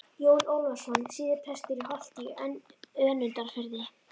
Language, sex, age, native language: Icelandic, female, 11, Icelandic